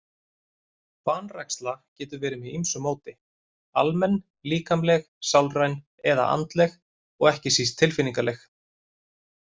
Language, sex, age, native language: Icelandic, male, 30-39, Icelandic